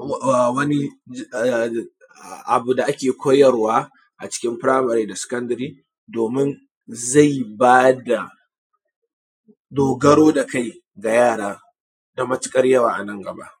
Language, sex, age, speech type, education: Hausa, male, 30-45, spontaneous, tertiary